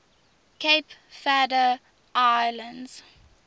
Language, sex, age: English, female, 19